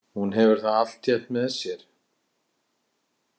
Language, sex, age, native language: Icelandic, male, 50-59, Icelandic